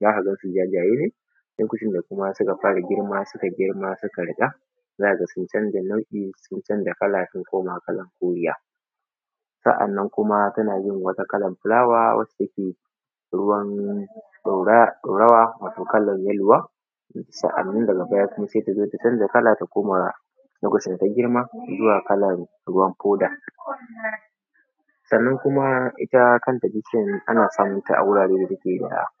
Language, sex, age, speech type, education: Hausa, male, 15-29, spontaneous, tertiary